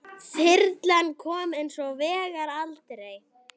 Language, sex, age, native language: Icelandic, female, 9, Icelandic